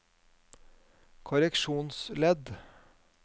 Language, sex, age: Norwegian, male, 50